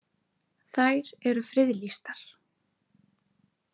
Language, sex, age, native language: Icelandic, female, 30-39, Icelandic